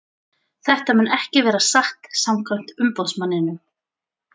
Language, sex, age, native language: Icelandic, female, 40-49, Icelandic